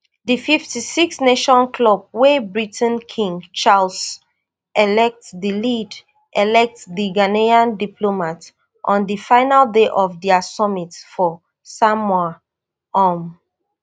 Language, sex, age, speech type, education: Nigerian Pidgin, female, 30-45, spontaneous, tertiary